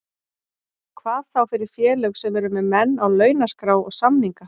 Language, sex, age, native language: Icelandic, female, 40-49, Icelandic